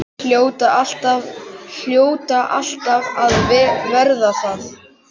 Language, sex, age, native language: Icelandic, male, 6, Icelandic